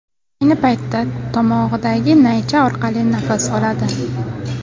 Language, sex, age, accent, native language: Uzbek, female, 18-24, Samarqand, Uzbek